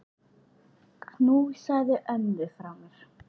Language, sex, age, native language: Icelandic, male, 8, Icelandic